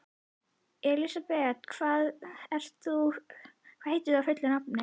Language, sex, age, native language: Icelandic, female, 11, Icelandic